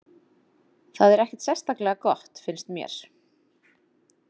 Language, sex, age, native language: Icelandic, female, 30-39, Icelandic